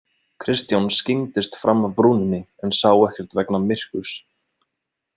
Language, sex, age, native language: Icelandic, male, 20-29, Icelandic